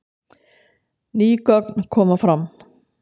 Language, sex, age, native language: Icelandic, female, 60-69, Icelandic